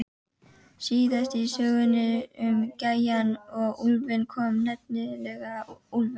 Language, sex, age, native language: Icelandic, female, 12, Icelandic